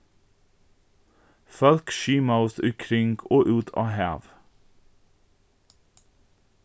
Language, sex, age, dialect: Faroese, male, 15-35, Norðurstreymoy/Eysturoy